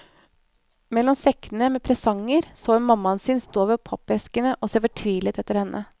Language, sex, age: Norwegian, female, 24